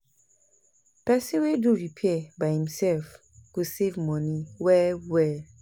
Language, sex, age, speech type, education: Nigerian Pidgin, female, 30-45, spontaneous, tertiary